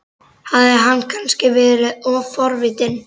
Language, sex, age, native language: Icelandic, male, 11, Icelandic